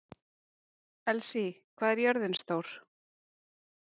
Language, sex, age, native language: Icelandic, female, 40-49, Icelandic